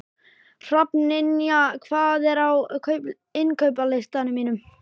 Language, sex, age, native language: Icelandic, male, 11, Icelandic